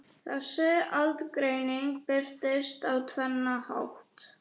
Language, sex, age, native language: Icelandic, female, 40-49, Icelandic